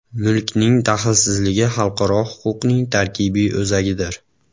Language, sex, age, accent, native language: Uzbek, male, 18-24, Andijon, Uzbek